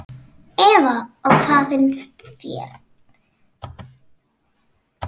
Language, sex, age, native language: Icelandic, female, 6, Icelandic